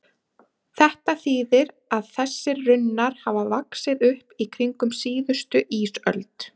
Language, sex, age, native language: Icelandic, female, 30-39, Icelandic